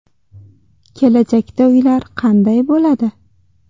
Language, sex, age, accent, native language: Uzbek, female, 19-29, Toshkent shahri, Uzbek